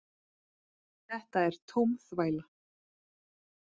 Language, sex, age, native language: Icelandic, female, 40-49, Icelandic